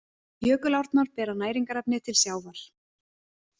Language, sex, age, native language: Icelandic, female, 20-29, Icelandic